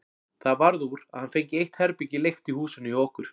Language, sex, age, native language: Icelandic, male, 40-49, Icelandic